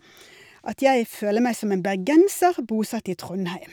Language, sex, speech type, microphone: Norwegian, female, spontaneous, Shure